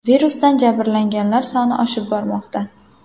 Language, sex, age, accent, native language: Uzbek, female, 18-24, Samarqand, Uzbek